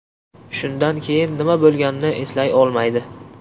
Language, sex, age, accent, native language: Uzbek, male, 18-24, Qashqadaryo, Uzbek